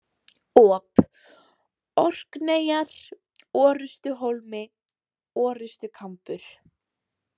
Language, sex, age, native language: Icelandic, female, 18-19, Icelandic